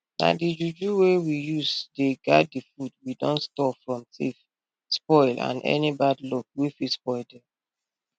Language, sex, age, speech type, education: Nigerian Pidgin, female, 30-45, spontaneous, tertiary